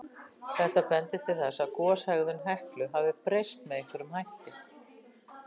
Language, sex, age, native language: Icelandic, female, 60-69, Icelandic